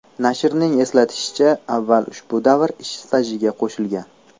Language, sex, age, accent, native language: Uzbek, male, 18-24, Namangan, Uzbek